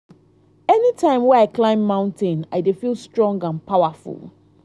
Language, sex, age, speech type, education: Nigerian Pidgin, female, 30-45, spontaneous, tertiary